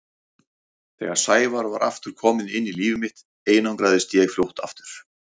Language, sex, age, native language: Icelandic, male, 40-49, Icelandic